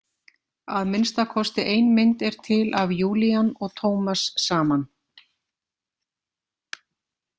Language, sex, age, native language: Icelandic, female, 50-59, Icelandic